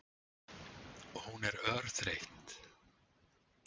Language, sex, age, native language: Icelandic, male, 60-69, Icelandic